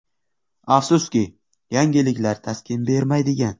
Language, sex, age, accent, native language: Uzbek, male, 18-24, Samarqand, Uzbek